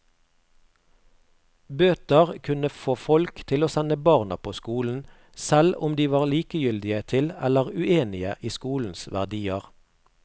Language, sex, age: Norwegian, male, 48